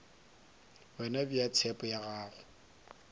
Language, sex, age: Northern Sotho, male, 23